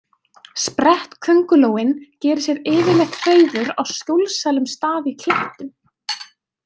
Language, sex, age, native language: Icelandic, female, 20-29, Icelandic